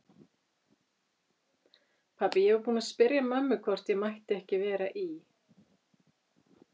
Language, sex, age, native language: Icelandic, female, 50-59, Icelandic